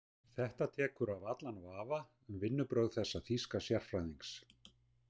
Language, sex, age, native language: Icelandic, male, 60-69, Icelandic